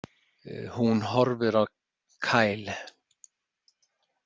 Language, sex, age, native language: Icelandic, male, 60-69, Icelandic